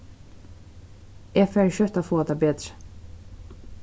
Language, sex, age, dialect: Faroese, female, 36-60, Suðurstreymoy